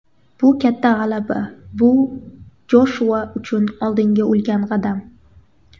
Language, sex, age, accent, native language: Uzbek, female, 18-24, Qashqadaryo, Uzbek